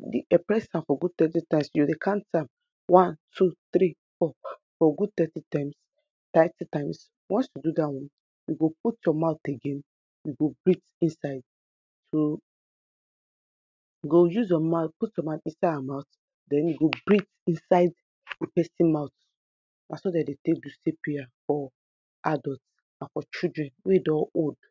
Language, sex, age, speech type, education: Nigerian Pidgin, female, 30-45, spontaneous, tertiary